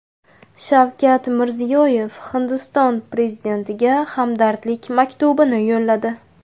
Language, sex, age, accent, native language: Uzbek, female, 18-24, Navoiy, Uzbek